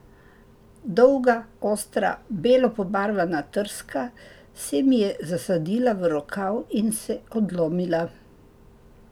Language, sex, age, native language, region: Slovenian, female, 60+, Slovenian, Drava region